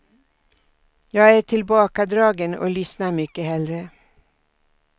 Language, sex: Swedish, female